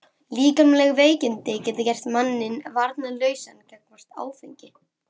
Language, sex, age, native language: Icelandic, female, 11, Icelandic